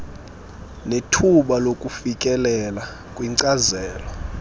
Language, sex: Xhosa, male